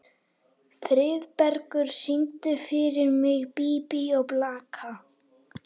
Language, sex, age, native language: Icelandic, female, 18-19, Icelandic